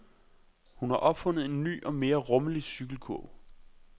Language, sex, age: Danish, male, 26